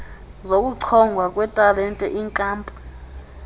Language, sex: Xhosa, female